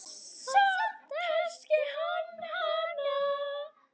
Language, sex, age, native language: Icelandic, female, 9, Icelandic